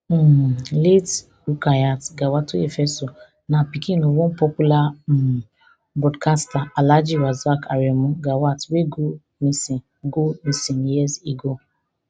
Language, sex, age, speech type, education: Nigerian Pidgin, female, 30-45, spontaneous, tertiary